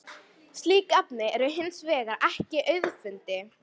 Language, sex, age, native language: Icelandic, female, 18-19, Icelandic